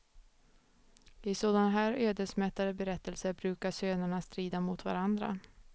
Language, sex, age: Swedish, female, 29